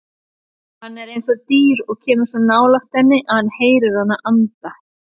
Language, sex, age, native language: Icelandic, female, 30-39, Icelandic